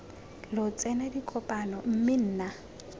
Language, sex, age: Tswana, female, 22